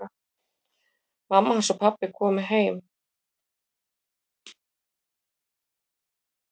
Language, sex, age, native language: Icelandic, female, 40-49, Icelandic